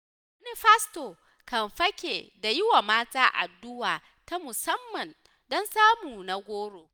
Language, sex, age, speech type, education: Hausa, female, 15-29, spontaneous, tertiary